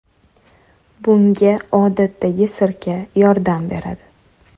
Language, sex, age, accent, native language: Uzbek, female, 18-24, Toshkent viloyati, Uzbek